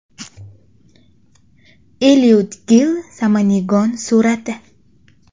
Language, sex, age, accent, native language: Uzbek, female, 25-34, Qashqadaryo, Uzbek